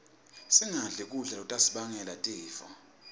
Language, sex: Swati, male